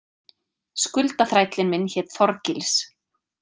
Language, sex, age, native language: Icelandic, female, 30-39, Icelandic